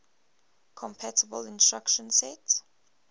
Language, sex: English, female